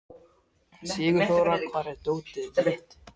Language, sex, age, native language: Icelandic, male, 13, Icelandic